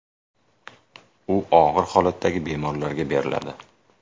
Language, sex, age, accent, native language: Uzbek, male, 18-24, Jizzax, Uzbek